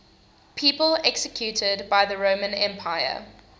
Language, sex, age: English, female, 21